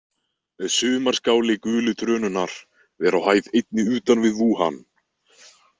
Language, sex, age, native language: Icelandic, male, 20-29, Icelandic